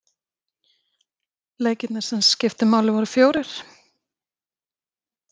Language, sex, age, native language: Icelandic, female, 50-59, Icelandic